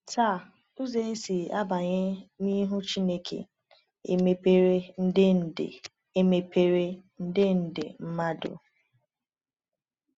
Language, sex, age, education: Igbo, female, 30-45, tertiary